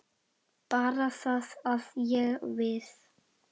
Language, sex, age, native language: Icelandic, male, 7, Icelandic